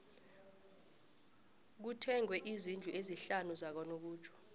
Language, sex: South Ndebele, female